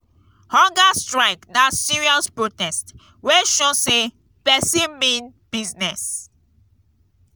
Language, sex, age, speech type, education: Nigerian Pidgin, female, 15-29, spontaneous, tertiary